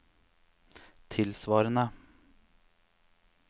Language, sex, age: Norwegian, male, 29